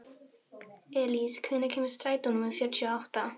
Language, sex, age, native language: Icelandic, female, 13, Filipino